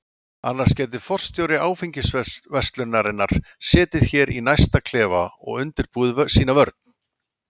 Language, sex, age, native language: Icelandic, male, 40-49, Icelandic